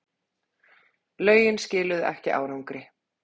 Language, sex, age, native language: Icelandic, female, 40-49, Icelandic